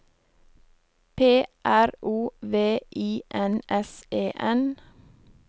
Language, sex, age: Norwegian, female, 23